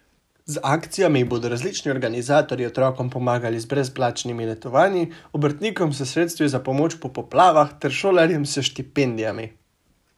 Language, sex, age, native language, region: Slovenian, male, 18-29, Slovenian, Savinja region